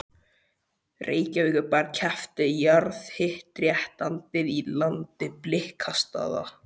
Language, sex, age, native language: Icelandic, male, 12, Icelandic